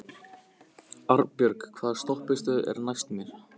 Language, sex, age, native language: Icelandic, male, 15, Icelandic